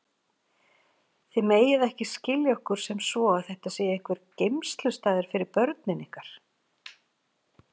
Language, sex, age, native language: Icelandic, female, 40-49, Icelandic